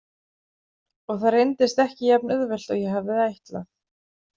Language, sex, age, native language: Icelandic, female, 40-49, Icelandic